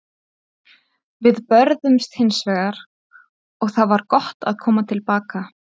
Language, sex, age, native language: Icelandic, female, 30-39, Icelandic